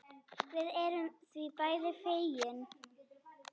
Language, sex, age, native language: Icelandic, female, 10, Icelandic